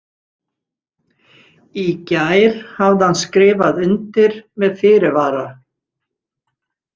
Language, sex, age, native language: Icelandic, female, 60-69, Icelandic